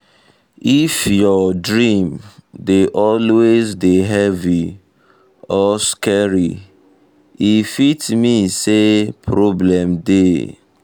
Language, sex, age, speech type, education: Nigerian Pidgin, male, 15-29, spontaneous, tertiary